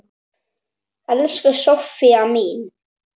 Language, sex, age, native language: Icelandic, male, 7, Icelandic